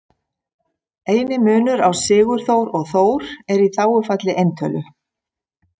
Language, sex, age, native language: Icelandic, female, 50-59, Icelandic